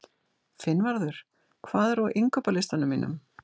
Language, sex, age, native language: Icelandic, female, 60-69, Icelandic